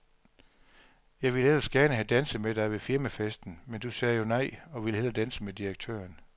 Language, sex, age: Danish, male, 42